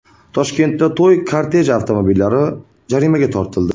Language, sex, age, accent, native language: Uzbek, male, 18-24, Andijon, Uzbek